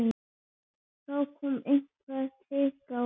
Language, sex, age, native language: Icelandic, female, 11, Icelandic